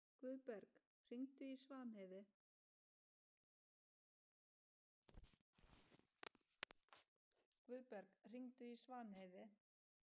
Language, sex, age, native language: Icelandic, female, 50-59, Icelandic